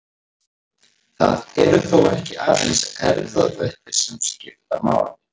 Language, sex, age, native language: Icelandic, male, 40-49, Icelandic